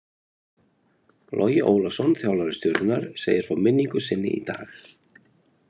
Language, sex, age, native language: Icelandic, male, 30-39, Icelandic